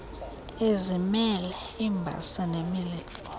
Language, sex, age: Xhosa, female, 22